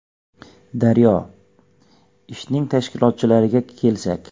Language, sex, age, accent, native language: Uzbek, male, 25-34, Xorazm, Uzbek